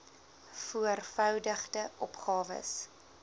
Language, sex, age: Afrikaans, female, 20